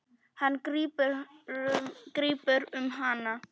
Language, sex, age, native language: Icelandic, female, 10, Polish